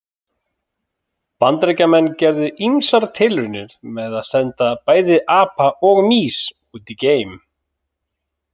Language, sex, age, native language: Icelandic, male, 30-39, Icelandic